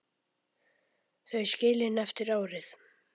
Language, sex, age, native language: Icelandic, male, 10, Icelandic